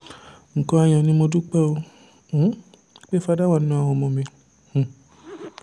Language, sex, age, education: Yoruba, male, 15-29, tertiary